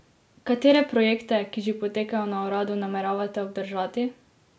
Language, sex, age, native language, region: Slovenian, female, 18-29, Slovenian, Drava region